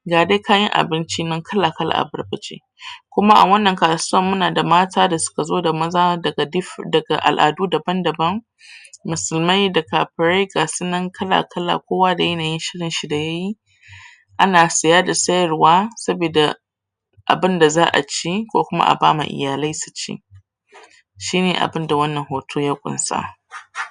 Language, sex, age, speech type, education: Hausa, female, 30-45, spontaneous, tertiary